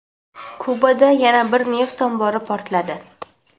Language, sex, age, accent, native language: Uzbek, female, 18-24, Toshkent viloyati, Uzbek